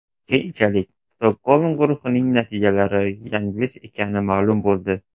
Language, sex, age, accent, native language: Uzbek, male, 18-24, Toshkent shahri, Uzbek